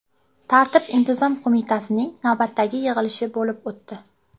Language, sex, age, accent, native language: Uzbek, female, 18-24, Qashqadaryo, Uzbek